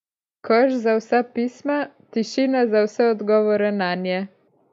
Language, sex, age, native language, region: Slovenian, male, 18-29, Slovenian, Coastal Karst region